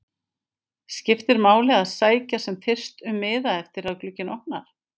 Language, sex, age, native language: Icelandic, female, 50-59, Icelandic